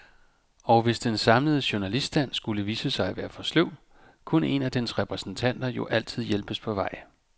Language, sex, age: Danish, male, 34